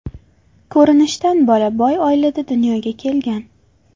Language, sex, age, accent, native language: Uzbek, female, 18-24, Farg'ona, Uzbek